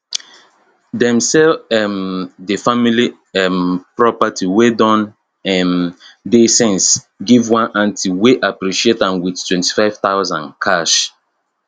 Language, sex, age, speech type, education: Nigerian Pidgin, male, 30-45, spontaneous, tertiary